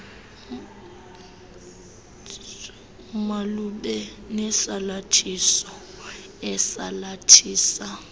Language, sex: Xhosa, female